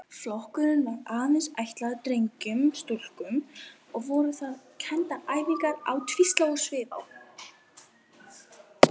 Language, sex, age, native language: Icelandic, female, 18-19, Icelandic